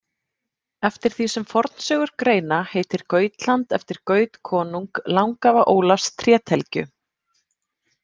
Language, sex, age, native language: Icelandic, female, 30-39, Icelandic